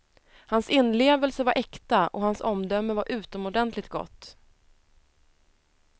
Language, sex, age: Swedish, female, 30